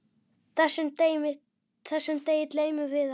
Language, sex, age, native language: Icelandic, male, 8, Icelandic